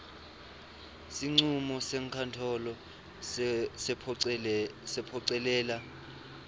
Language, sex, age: Swati, male, 23